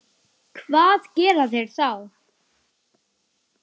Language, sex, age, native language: Icelandic, female, 10, Icelandic